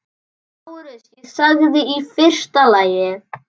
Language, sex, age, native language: Icelandic, male, 11, Icelandic